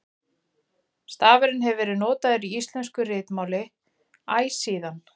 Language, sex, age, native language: Icelandic, female, 40-49, Icelandic